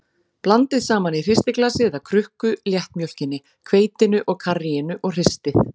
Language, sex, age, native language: Icelandic, female, 40-49, Icelandic